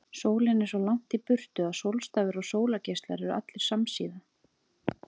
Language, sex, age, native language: Icelandic, female, 30-39, Icelandic